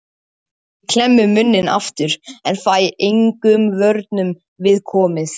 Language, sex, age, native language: Icelandic, female, 12, Icelandic